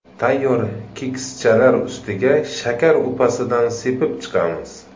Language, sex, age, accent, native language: Uzbek, male, 25-34, Samarqand, Uzbek